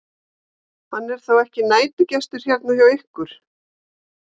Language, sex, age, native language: Icelandic, female, 50-59, Icelandic